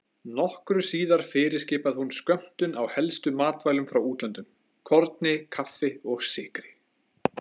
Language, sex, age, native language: Icelandic, male, 20-29, Icelandic